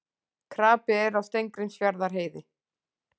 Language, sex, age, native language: Icelandic, female, 40-49, Icelandic